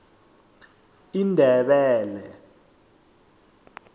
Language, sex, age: South Ndebele, male, 23